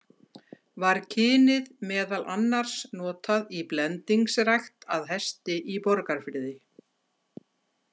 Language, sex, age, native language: Icelandic, female, 50-59, Icelandic